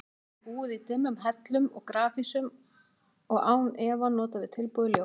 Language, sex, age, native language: Icelandic, female, 40-49, Icelandic